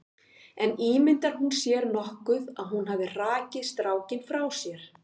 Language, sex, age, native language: Icelandic, female, 50-59, Icelandic